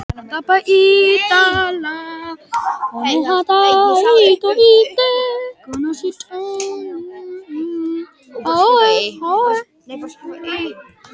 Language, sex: Icelandic, other